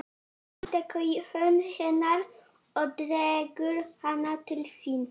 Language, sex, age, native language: Icelandic, male, 11, Icelandic